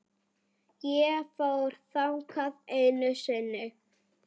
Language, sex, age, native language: Icelandic, male, 8, Icelandic